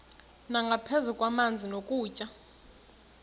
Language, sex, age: Xhosa, female, 35